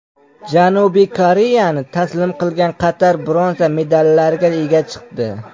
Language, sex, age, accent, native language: Uzbek, male, under 19, Qashqadaryo, Uzbek